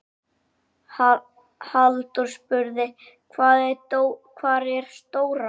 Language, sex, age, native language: Icelandic, male, 8, Icelandic